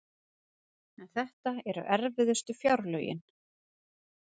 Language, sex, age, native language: Icelandic, female, 30-39, Icelandic